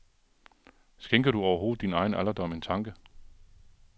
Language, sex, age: Danish, male, 42